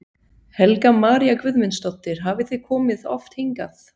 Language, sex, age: Icelandic, female, 40-49